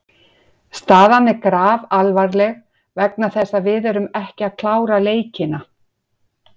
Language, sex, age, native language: Icelandic, female, 50-59, Icelandic